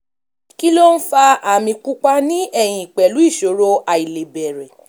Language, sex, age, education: Yoruba, female, 15-29, tertiary